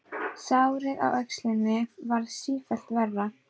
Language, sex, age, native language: Icelandic, female, 12, Icelandic